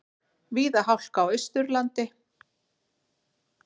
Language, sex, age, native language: Icelandic, female, 40-49, Icelandic